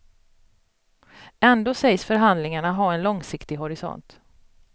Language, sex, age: Swedish, female, 42